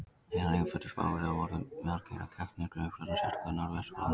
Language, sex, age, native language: Icelandic, male, 20-29, Icelandic